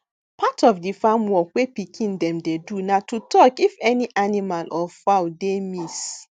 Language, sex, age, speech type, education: Nigerian Pidgin, female, 15-29, spontaneous, tertiary